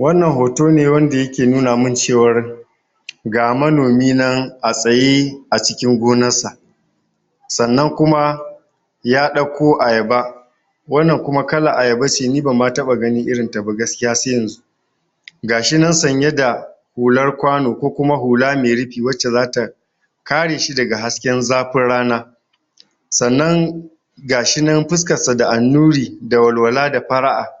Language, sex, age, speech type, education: Hausa, male, 60+, spontaneous, tertiary